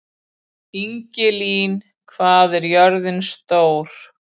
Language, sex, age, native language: Icelandic, female, 40-49, Icelandic